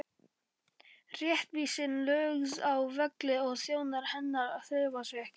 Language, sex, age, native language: Icelandic, male, 11, Polish